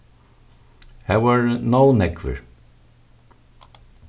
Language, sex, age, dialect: Faroese, male, 36-60, Suðurstreymoy